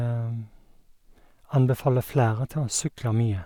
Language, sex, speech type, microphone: Norwegian, male, spontaneous, Sennheiser